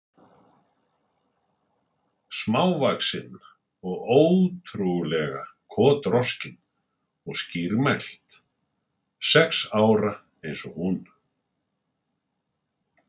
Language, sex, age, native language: Icelandic, male, 60-69, Icelandic